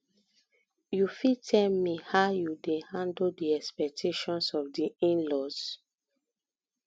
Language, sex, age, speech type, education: Nigerian Pidgin, female, 15-29, spontaneous, tertiary